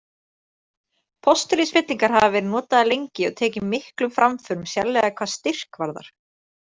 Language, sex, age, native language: Icelandic, female, 30-39, Icelandic